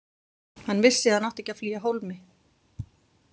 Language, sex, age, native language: Icelandic, female, 40-49, Icelandic